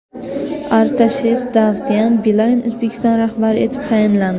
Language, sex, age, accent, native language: Uzbek, female, 19-29, Farg'ona, Uzbek